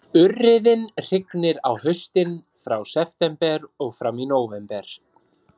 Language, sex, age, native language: Icelandic, male, 30-39, Icelandic